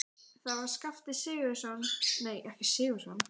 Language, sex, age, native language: Icelandic, female, 14, Icelandic